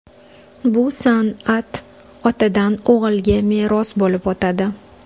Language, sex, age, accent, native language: Uzbek, female, 25-34, Toshkent shahri, Uzbek